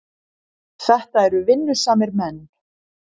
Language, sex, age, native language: Icelandic, female, 20-29, Icelandic